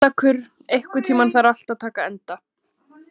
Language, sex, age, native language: Icelandic, female, 20-29, Icelandic